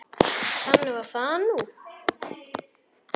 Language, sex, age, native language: Icelandic, male, 10, Icelandic